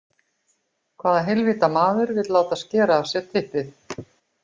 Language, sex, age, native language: Icelandic, female, 60-69, Icelandic